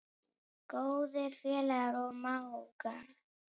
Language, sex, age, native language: Icelandic, female, 10, Icelandic